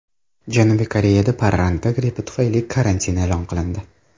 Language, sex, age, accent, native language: Uzbek, male, under 19, Toshkent shahri, Uzbek